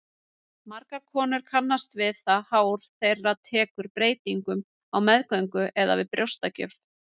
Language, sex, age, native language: Icelandic, female, 30-39, Icelandic